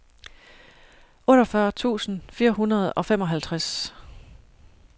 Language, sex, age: Danish, female, 41